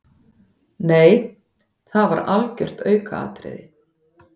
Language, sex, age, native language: Icelandic, female, 50-59, Icelandic